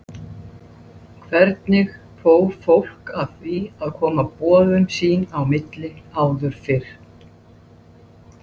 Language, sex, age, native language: Icelandic, female, 60-69, Icelandic